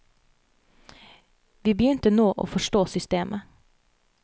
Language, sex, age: Norwegian, female, 30